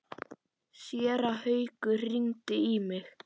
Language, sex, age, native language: Icelandic, male, 10, Icelandic